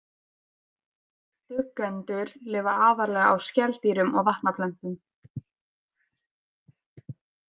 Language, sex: Icelandic, female